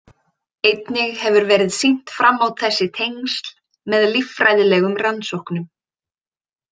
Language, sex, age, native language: Icelandic, female, 20-29, Icelandic